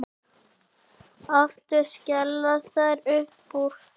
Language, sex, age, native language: Icelandic, male, 7, Icelandic